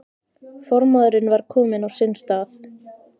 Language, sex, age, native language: Icelandic, female, 15, Icelandic